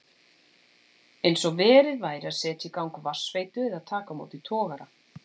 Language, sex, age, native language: Icelandic, female, 40-49, Icelandic